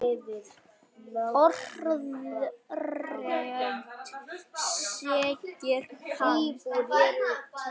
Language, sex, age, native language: Icelandic, male, 9, Icelandic